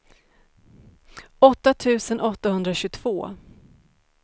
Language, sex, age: Swedish, female, 35